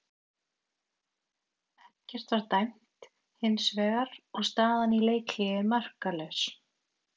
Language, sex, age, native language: Icelandic, female, 40-49, Icelandic